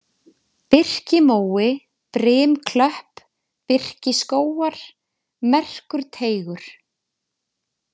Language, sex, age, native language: Icelandic, female, 20-29, Icelandic